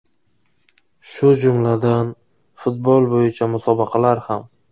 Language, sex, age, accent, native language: Uzbek, male, 18-24, Navoiy, Uzbek